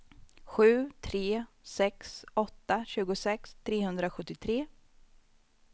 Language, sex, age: Swedish, female, 25